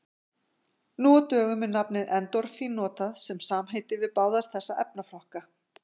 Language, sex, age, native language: Icelandic, female, 50-59, Icelandic